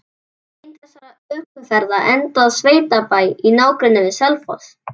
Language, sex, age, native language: Icelandic, male, 11, Icelandic